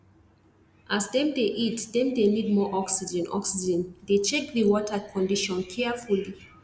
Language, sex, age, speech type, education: Nigerian Pidgin, female, 30-45, spontaneous, tertiary